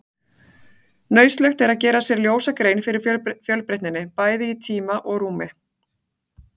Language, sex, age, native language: Icelandic, female, 40-49, Icelandic